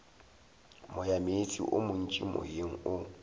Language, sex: Northern Sotho, male